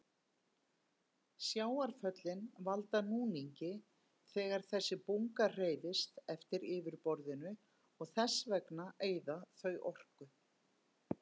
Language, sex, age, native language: Icelandic, female, 50-59, Icelandic